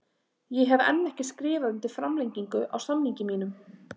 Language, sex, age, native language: Icelandic, female, 30-39, Icelandic